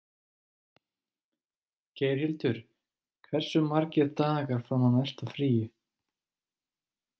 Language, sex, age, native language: Icelandic, male, 20-29, Icelandic